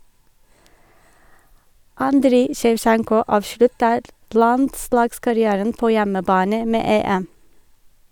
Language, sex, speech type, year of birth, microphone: Norwegian, female, read, 1983, Sennheiser